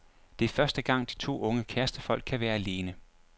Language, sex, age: Danish, male, 24